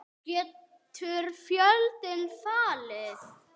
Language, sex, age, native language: Icelandic, female, 6, Icelandic